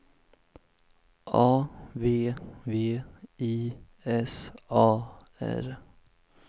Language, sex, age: Swedish, male, 19